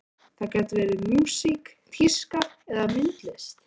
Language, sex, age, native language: Icelandic, male, 13, Icelandic